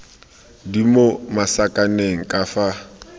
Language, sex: Tswana, male